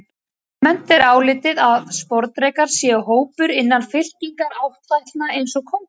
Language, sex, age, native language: Icelandic, female, 30-39, Icelandic